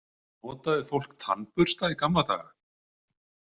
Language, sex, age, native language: Icelandic, male, 40-49, Icelandic